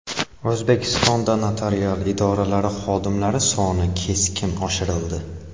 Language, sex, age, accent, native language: Uzbek, male, 18-24, Andijon, Uzbek